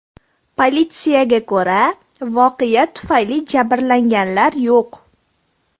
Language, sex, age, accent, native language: Uzbek, female, 18-24, Sirdaryo, Uzbek